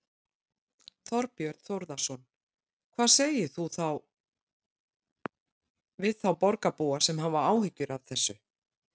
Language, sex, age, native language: Icelandic, female, 60-69, Icelandic